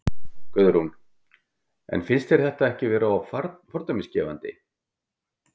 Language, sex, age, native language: Icelandic, male, 50-59, Icelandic